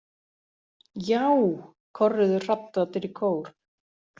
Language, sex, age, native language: Icelandic, female, 40-49, Icelandic